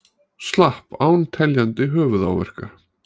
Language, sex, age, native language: Icelandic, male, 40-49, Icelandic